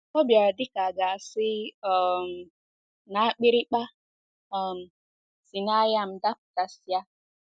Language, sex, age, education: Igbo, female, 15-29, secondary